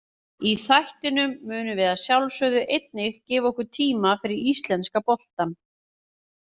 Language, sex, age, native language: Icelandic, female, 40-49, Icelandic